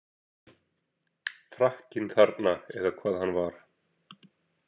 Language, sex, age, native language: Icelandic, male, 40-49, Icelandic